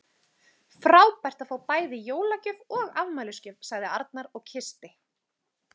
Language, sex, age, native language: Icelandic, female, 30-39, Icelandic